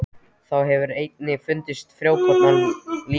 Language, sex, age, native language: Icelandic, male, 13, Icelandic